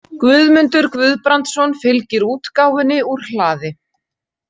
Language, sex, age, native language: Icelandic, female, 40-49, Icelandic